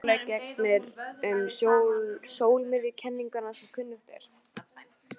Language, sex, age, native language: Icelandic, female, 18-19, Icelandic